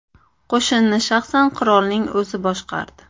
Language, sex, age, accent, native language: Uzbek, female, 25-34, Andijon, Uzbek